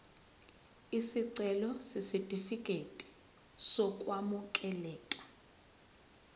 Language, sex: Zulu, female